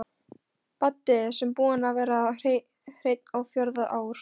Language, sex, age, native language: Icelandic, female, 13, Polish